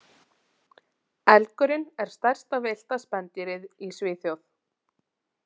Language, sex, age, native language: Icelandic, female, 30-39, Icelandic